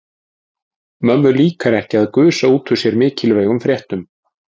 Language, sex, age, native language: Icelandic, male, 40-49, Icelandic